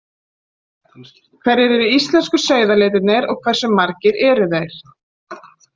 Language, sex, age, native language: Icelandic, female, 40-49, Icelandic